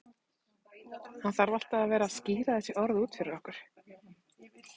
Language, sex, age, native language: Icelandic, female, 30-39, Icelandic